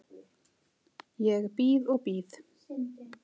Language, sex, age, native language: Icelandic, female, 40-49, Icelandic